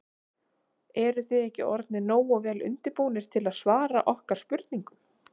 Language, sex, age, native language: Icelandic, female, 30-39, Icelandic